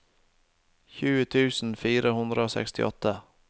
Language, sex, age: Norwegian, male, 25